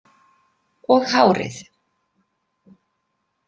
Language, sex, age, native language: Icelandic, female, 50-59, Icelandic